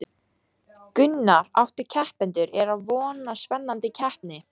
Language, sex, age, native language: Icelandic, female, 14, Icelandic